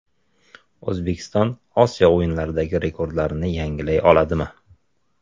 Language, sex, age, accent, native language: Uzbek, male, 19-29, Samarqand, Uzbek